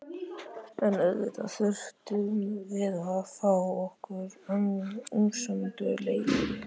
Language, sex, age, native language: Icelandic, male, 13, Icelandic